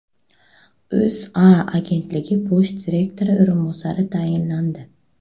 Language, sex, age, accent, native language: Uzbek, female, 25-34, Buxoro, Uzbek